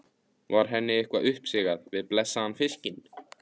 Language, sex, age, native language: Icelandic, male, 15, Icelandic